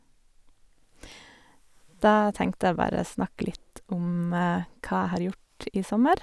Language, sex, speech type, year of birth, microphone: Norwegian, female, spontaneous, 1978, Sennheiser